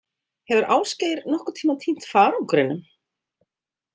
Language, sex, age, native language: Icelandic, female, 50-59, Icelandic